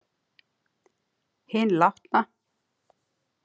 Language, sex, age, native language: Icelandic, female, 50-59, Icelandic